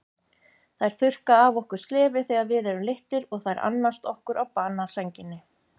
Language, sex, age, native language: Icelandic, female, 50-59, Icelandic